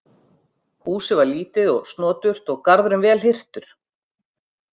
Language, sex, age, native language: Icelandic, female, 50-59, Icelandic